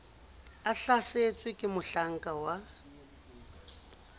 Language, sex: Southern Sotho, female